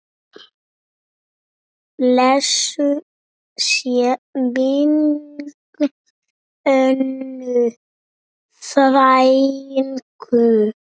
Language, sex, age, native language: Icelandic, male, 6, Icelandic